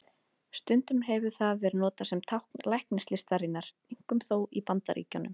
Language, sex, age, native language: Icelandic, female, 30-39, Icelandic